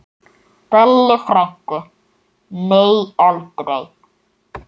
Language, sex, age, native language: Icelandic, male, 7, Icelandic